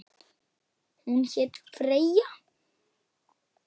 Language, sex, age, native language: Icelandic, female, 8, Icelandic